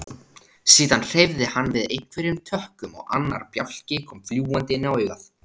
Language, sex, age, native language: Icelandic, male, 16, Icelandic